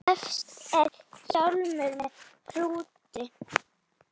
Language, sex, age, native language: Icelandic, female, 8, Icelandic